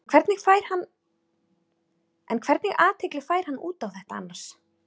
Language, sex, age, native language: Icelandic, female, 30-39, Icelandic